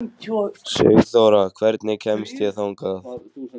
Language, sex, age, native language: Icelandic, male, 14, Icelandic